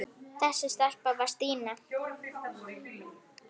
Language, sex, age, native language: Icelandic, female, 9, Icelandic